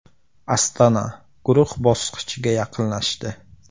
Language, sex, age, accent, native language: Uzbek, male, 18-24, Samarqand, Uzbek